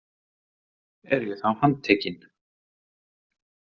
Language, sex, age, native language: Icelandic, male, 30-39, Icelandic